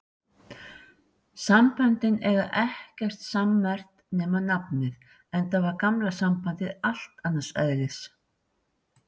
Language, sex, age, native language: Icelandic, female, 60-69, Icelandic